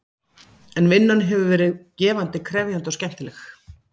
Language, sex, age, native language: Icelandic, female, 40-49, Icelandic